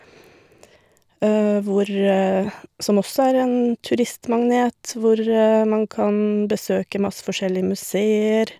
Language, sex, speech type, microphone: Norwegian, female, spontaneous, Shure